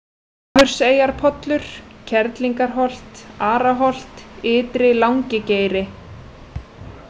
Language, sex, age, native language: Icelandic, female, 30-39, Icelandic